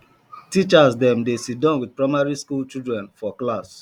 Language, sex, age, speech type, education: Nigerian Pidgin, male, 30-45, spontaneous, tertiary